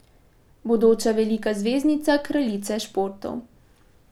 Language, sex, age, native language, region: Slovenian, female, 18-29, Slovenian, Pomurje region